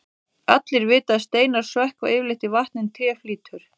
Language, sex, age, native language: Icelandic, female, 30-39, Icelandic